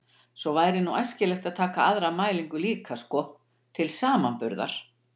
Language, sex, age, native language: Icelandic, female, 60-69, Icelandic